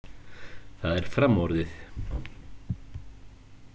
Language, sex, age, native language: Icelandic, male, 50-59, Icelandic